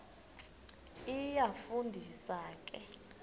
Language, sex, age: Xhosa, female, 23